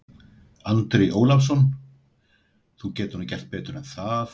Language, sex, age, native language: Icelandic, male, 60-69, Icelandic